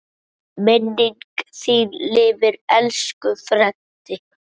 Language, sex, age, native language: Icelandic, male, 9, Icelandic